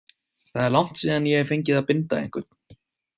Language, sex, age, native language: Icelandic, male, 20-29, Icelandic